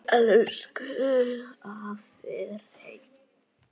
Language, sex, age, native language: Icelandic, female, 8, Icelandic